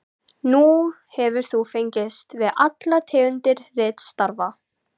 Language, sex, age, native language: Icelandic, female, 14, Icelandic